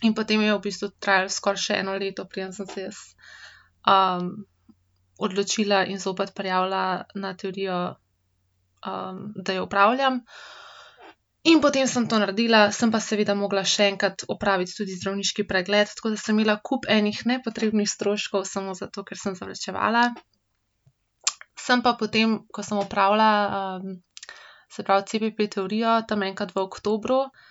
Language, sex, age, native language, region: Slovenian, female, 18-29, Slovenian, Central Slovenia